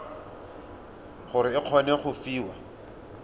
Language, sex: Tswana, male